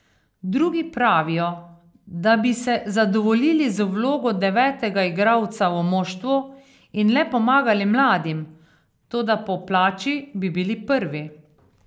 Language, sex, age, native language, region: Slovenian, female, 50-59, Slovenian, Carinthia region